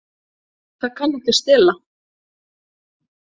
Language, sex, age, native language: Icelandic, female, 40-49, Icelandic